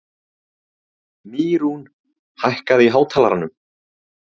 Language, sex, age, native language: Icelandic, male, 30-39, Icelandic